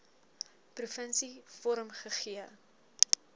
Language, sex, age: Afrikaans, female, 20